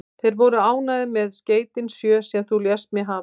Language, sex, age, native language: Icelandic, female, 50-59, Icelandic